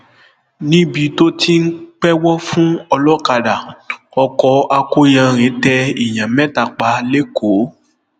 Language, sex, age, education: Yoruba, male, 15-29, tertiary